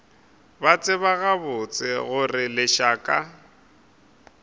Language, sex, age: Northern Sotho, male, 23